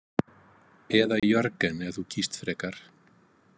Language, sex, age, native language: Icelandic, male, 50-59, Icelandic